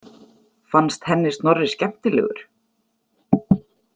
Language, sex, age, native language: Icelandic, female, 40-49, Icelandic